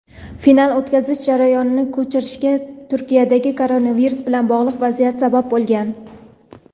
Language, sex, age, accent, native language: Uzbek, female, 18-24, Toshkent viloyati, Uzbek